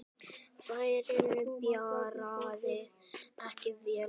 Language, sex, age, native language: Icelandic, male, 10, Icelandic